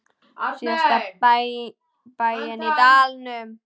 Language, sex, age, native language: Icelandic, female, 9, Icelandic